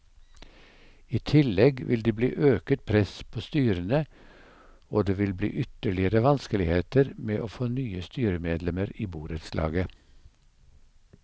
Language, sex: Norwegian, male